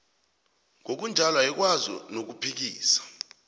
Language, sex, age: South Ndebele, male, 21